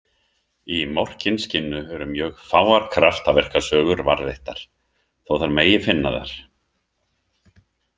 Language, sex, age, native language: Icelandic, male, 50-59, Icelandic